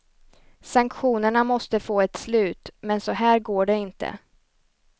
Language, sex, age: Swedish, female, 29